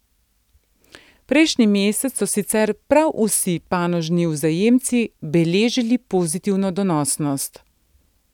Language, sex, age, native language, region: Slovenian, female, 50-59, Slovenian, Central Slovenia